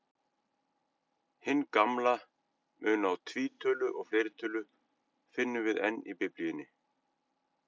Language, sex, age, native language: Icelandic, male, 50-59, Icelandic